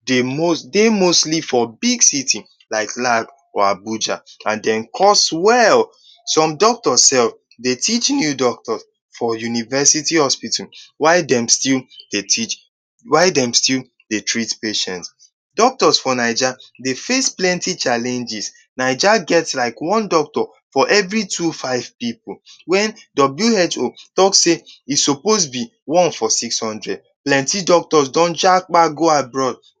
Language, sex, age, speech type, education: Nigerian Pidgin, male, 15-29, spontaneous, tertiary